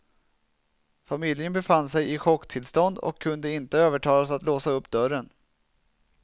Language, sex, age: Swedish, male, 27